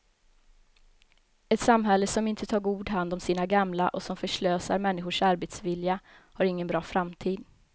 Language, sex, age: Swedish, female, 21